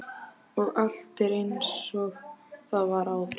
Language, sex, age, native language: Icelandic, male, 12, Icelandic